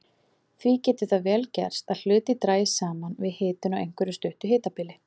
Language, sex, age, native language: Icelandic, female, 40-49, Icelandic